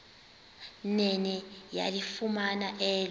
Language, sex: Xhosa, female